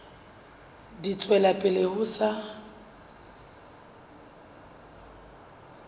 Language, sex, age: Southern Sotho, female, 35